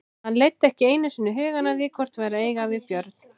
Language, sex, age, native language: Icelandic, female, 16, Icelandic